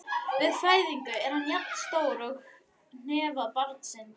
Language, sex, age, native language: Icelandic, female, 11, Icelandic